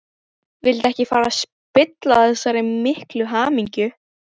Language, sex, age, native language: Icelandic, female, 12, Icelandic